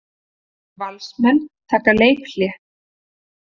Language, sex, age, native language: Icelandic, female, 30-39, Icelandic